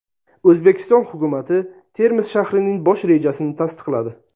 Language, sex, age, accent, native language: Uzbek, male, 19-29, Sirdaryo, Uzbek